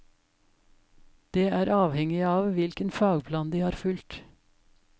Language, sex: Norwegian, female